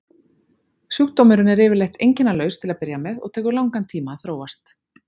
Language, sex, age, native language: Icelandic, female, 40-49, Icelandic